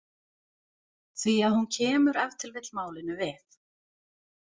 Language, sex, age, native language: Icelandic, other, 40-49, Icelandic